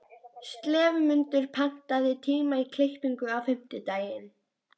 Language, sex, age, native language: Icelandic, female, 13, Icelandic